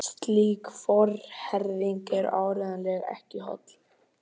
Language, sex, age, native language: Icelandic, male, 11, Icelandic